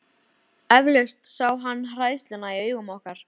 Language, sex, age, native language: Icelandic, female, 13, Icelandic